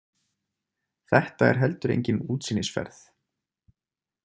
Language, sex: Icelandic, male